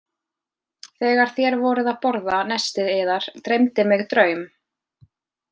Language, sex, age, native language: Icelandic, female, 20-29, Icelandic